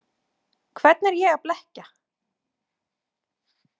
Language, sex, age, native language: Icelandic, female, 20-29, Icelandic